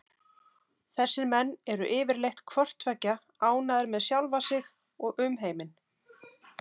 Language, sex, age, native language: Icelandic, female, 30-39, Icelandic